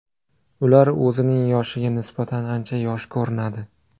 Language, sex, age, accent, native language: Uzbek, male, 25-34, Namangan, Uzbek